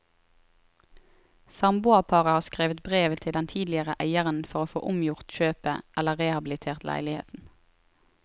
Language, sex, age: Norwegian, female, 23